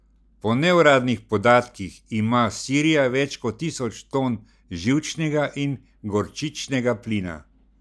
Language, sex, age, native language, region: Slovenian, male, 60+, Slovenian, Central Slovenia